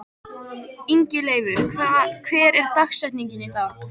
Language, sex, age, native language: Icelandic, female, 13, Icelandic